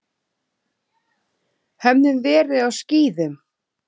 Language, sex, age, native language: Icelandic, female, 9, Icelandic